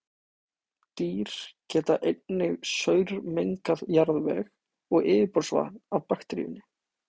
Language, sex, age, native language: Icelandic, male, 18-19, Icelandic